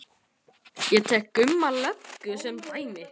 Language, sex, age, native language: Icelandic, male, 11, Icelandic